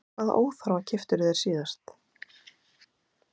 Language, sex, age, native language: Icelandic, female, 20-29, Icelandic